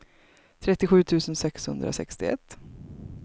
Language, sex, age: Swedish, female, 33